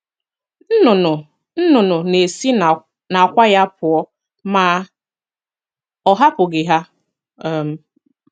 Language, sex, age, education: Igbo, female, 15-29, secondary